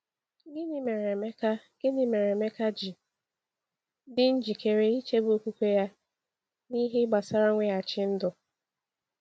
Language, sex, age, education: Igbo, female, 15-29, tertiary